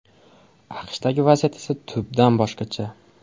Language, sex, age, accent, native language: Uzbek, male, 18-24, Andijon, Uzbek